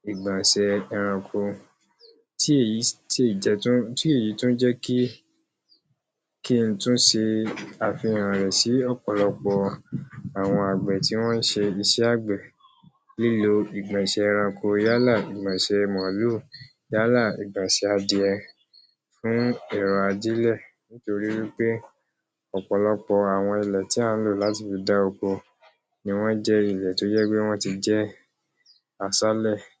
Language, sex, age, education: Yoruba, male, 46-60, tertiary